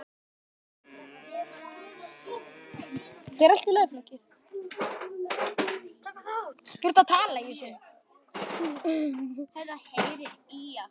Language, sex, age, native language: Icelandic, male, 10, Icelandic